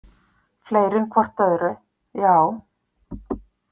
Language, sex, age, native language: Icelandic, female, 50-59, Icelandic